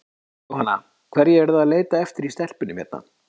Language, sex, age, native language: Icelandic, male, 30-39, Icelandic